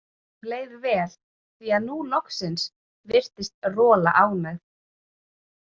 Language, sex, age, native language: Icelandic, female, 30-39, Icelandic